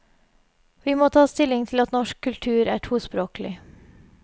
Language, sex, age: Norwegian, female, 30